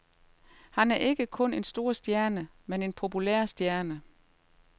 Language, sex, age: Danish, female, 38